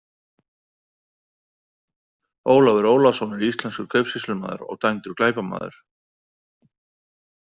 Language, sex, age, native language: Icelandic, male, 40-49, Icelandic